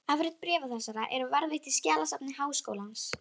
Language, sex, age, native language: Icelandic, female, 11, Icelandic